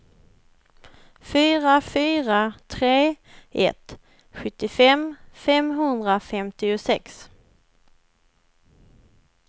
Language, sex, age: Swedish, female, 21